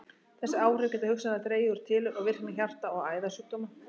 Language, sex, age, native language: Icelandic, female, 30-39, Icelandic